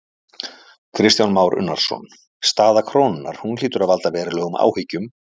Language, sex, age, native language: Icelandic, male, 50-59, Icelandic